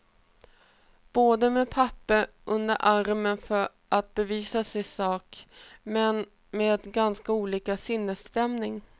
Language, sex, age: Swedish, female, 28